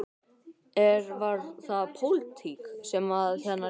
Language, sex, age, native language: Icelandic, male, 12, Icelandic